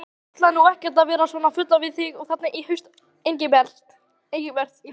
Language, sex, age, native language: Icelandic, female, 18-19, Icelandic